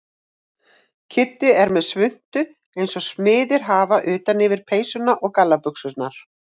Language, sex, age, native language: Icelandic, female, 40-49, Icelandic